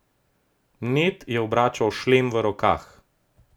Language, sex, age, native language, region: Slovenian, male, 18-29, Slovenian, Gorenjska region